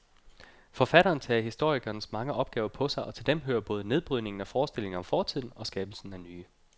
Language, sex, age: Danish, male, 29